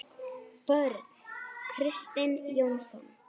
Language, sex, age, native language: Icelandic, female, 8, Icelandic